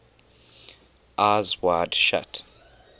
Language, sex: English, male